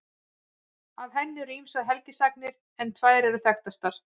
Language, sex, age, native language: Icelandic, female, 40-49, Icelandic